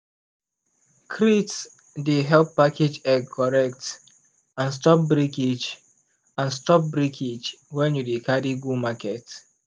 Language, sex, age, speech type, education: Nigerian Pidgin, male, 15-29, spontaneous, secondary